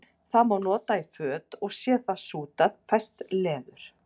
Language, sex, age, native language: Icelandic, female, 40-49, Icelandic